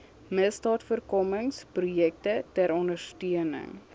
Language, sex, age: Afrikaans, female, 21